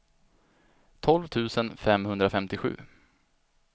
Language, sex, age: Swedish, male, 25